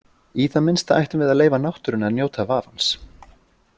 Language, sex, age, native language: Icelandic, male, 40-49, Icelandic